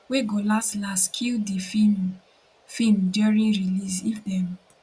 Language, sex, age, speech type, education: Nigerian Pidgin, female, 15-29, spontaneous, tertiary